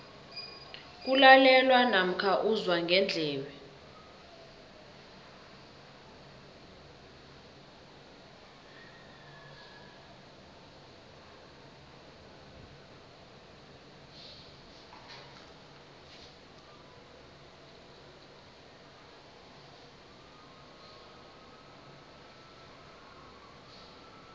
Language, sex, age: South Ndebele, female, 21